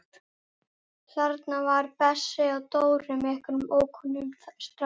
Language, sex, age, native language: Icelandic, female, 12, Icelandic